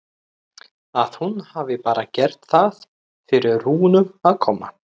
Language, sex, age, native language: Icelandic, male, 30-39, Swedish